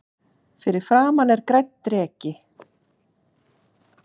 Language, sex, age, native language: Icelandic, female, 8, Icelandic